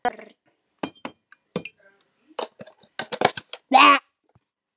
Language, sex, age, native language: Icelandic, female, 10, Icelandic